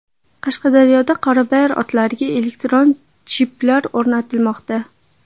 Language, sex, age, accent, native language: Uzbek, female, 12-17, Qashqadaryo, Uzbek